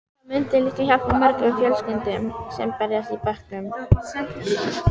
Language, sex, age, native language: Icelandic, female, 14, Icelandic